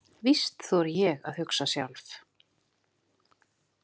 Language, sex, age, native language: Icelandic, female, 50-59, Icelandic